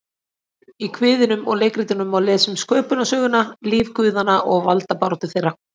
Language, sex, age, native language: Icelandic, female, 40-49, Icelandic